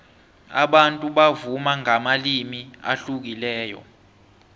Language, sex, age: South Ndebele, male, 23